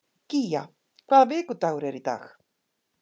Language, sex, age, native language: Icelandic, female, 50-59, Icelandic